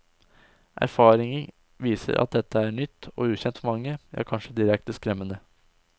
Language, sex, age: Norwegian, male, 20